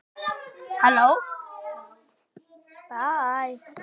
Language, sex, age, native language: Icelandic, male, 6, Icelandic